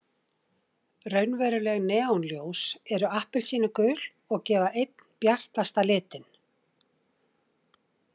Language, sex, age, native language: Icelandic, female, 60-69, Icelandic